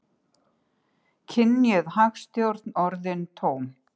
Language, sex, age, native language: Icelandic, female, 60-69, Icelandic